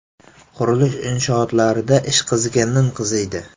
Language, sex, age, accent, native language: Uzbek, male, 18-24, Samarqand, Uzbek